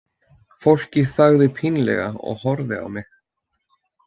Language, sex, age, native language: Icelandic, male, 20-29, Icelandic